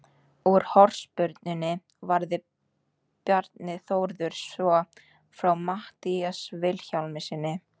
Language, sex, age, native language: Icelandic, female, 18-19, Icelandic